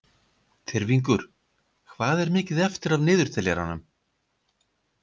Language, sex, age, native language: Icelandic, male, 50-59, Icelandic